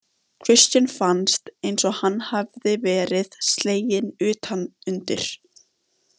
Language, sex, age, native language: Icelandic, female, 14, Icelandic